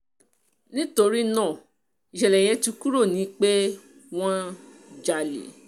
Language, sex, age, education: Yoruba, female, 30-45, tertiary